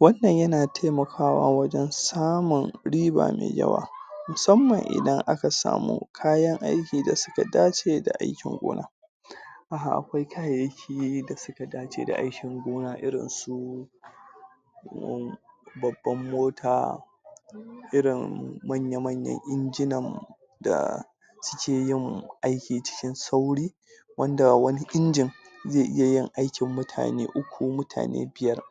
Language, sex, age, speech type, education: Hausa, male, 30-45, spontaneous, tertiary